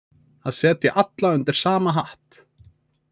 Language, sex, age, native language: Icelandic, male, 20-29, Icelandic